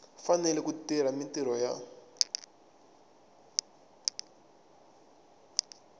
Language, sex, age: Tsonga, male, 24